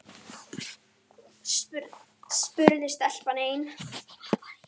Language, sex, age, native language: Icelandic, female, 10, Icelandic